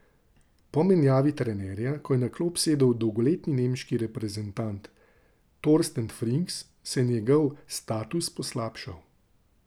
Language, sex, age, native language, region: Slovenian, male, 30-49, Slovenian, Drava region